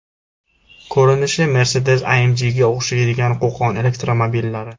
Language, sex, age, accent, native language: Uzbek, male, 18-24, Jizzax, Uzbek